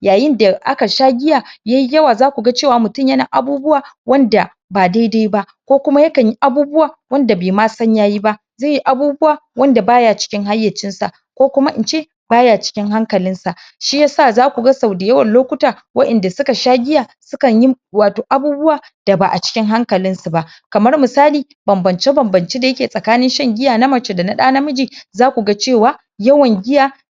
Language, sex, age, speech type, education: Hausa, male, 15-29, spontaneous, secondary